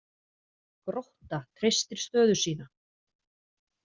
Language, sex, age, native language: Icelandic, female, 40-49, Icelandic